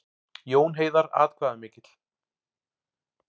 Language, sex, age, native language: Icelandic, male, 40-49, Icelandic